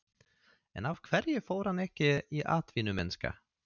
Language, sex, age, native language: Icelandic, male, 30-39, Swedish